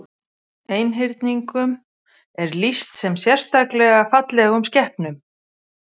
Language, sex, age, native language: Icelandic, female, 50-59, Icelandic